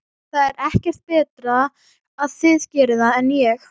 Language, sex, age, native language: Icelandic, female, 11, Icelandic